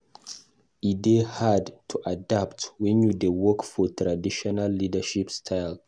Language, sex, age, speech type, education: Nigerian Pidgin, male, 15-29, read, tertiary